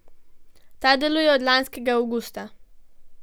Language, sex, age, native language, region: Slovenian, female, 12-17, Slovenian, Gorenjska region